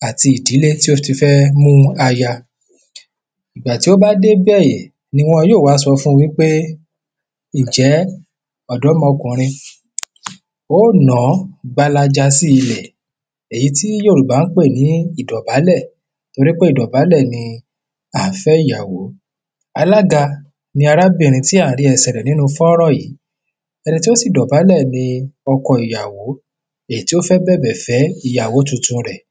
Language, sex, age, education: Yoruba, male, 15-29, tertiary